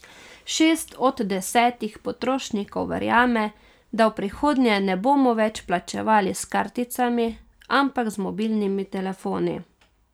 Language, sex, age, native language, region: Slovenian, female, 30-49, Slovenian, Carinthia region